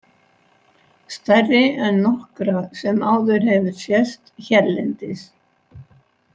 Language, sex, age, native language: Icelandic, female, 60-69, Icelandic